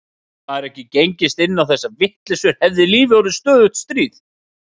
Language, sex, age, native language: Icelandic, male, 30-39, Icelandic